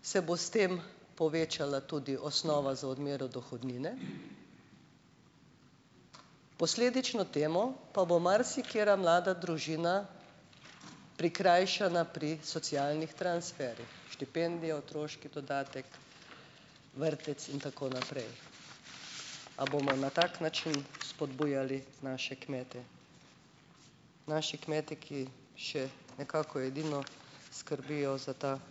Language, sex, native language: Slovenian, female, Slovenian